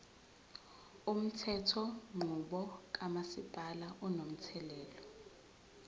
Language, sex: Zulu, female